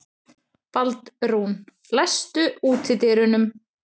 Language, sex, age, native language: Icelandic, female, 30-39, Icelandic